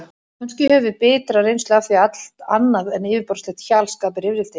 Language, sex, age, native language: Icelandic, female, 30-39, Icelandic